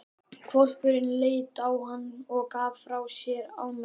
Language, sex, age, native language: Icelandic, male, 12, Icelandic